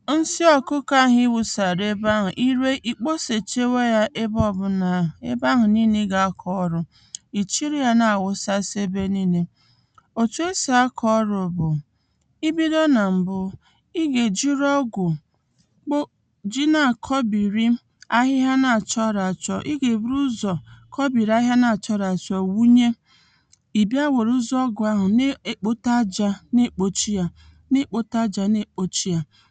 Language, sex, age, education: Igbo, female, 30-45, tertiary